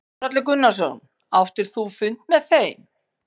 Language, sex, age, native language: Icelandic, female, 50-59, Icelandic